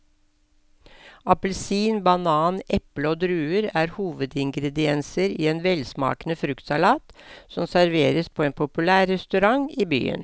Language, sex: Norwegian, female